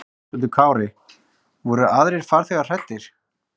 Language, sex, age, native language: Icelandic, female, 30-39, Icelandic